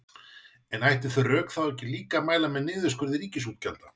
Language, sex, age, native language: Icelandic, male, 40-49, Icelandic